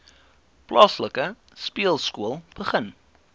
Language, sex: Afrikaans, male